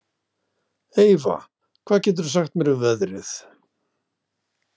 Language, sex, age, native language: Icelandic, male, 60-69, Icelandic